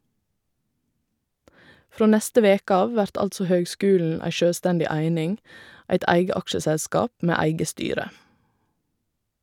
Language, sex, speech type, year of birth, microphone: Norwegian, female, read, 1985, Shure